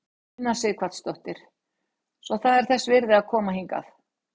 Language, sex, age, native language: Icelandic, female, 60-69, Icelandic